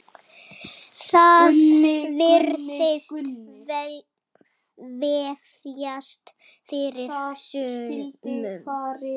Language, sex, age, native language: Icelandic, female, 5, Icelandic